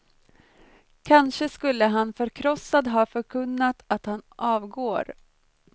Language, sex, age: Swedish, female, 23